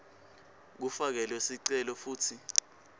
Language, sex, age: Swati, male, 19